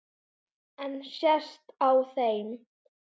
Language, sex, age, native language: Icelandic, female, 10, Icelandic